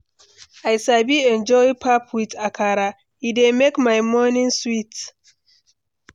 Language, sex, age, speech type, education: Nigerian Pidgin, female, 15-29, read, tertiary